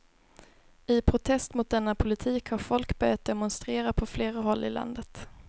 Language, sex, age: Swedish, female, 22